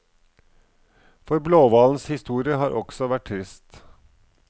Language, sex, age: Norwegian, male, 44